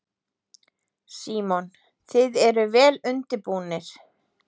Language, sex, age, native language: Icelandic, female, 30-39, Icelandic